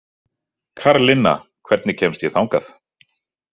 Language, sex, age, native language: Icelandic, male, 30-39, Icelandic